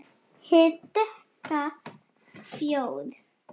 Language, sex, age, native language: Icelandic, female, 9, Icelandic